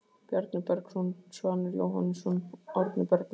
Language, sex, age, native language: Icelandic, male, 15, Icelandic